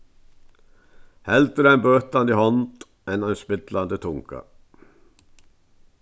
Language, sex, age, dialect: Faroese, male, 61+, Vágar